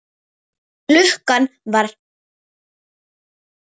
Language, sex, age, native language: Icelandic, female, 10, Icelandic